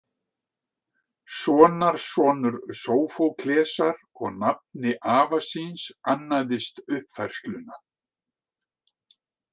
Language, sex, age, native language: Icelandic, male, 60-69, Icelandic